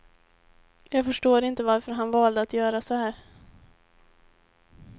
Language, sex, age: Swedish, female, 18